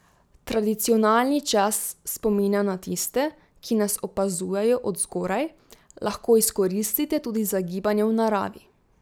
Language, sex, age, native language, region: Slovenian, female, 18-29, Slovenian, Drava region